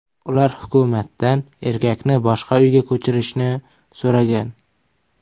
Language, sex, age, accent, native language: Uzbek, male, 25-34, Samarqand, Uzbek